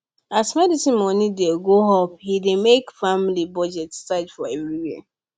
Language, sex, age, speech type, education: Nigerian Pidgin, female, 15-29, spontaneous, secondary